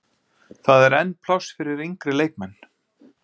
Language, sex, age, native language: Icelandic, male, 50-59, Icelandic